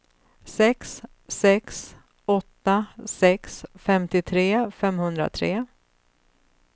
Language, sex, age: Swedish, female, 35